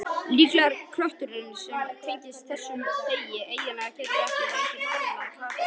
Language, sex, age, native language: Icelandic, female, 50-59, Icelandic